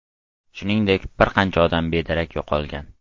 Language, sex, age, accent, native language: Uzbek, male, 12-17, Toshkent viloyati, Uzbek